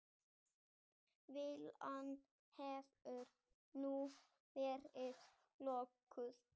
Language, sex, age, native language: Icelandic, female, 30-39, Icelandic